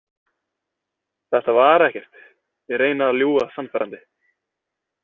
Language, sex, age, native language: Icelandic, male, 20-29, Icelandic